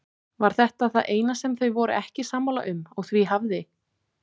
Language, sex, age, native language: Icelandic, female, 18-19, Icelandic